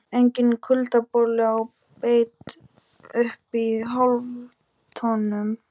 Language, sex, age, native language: Icelandic, male, 12, Icelandic